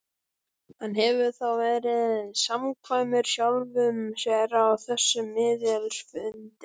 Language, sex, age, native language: Icelandic, female, 12, Icelandic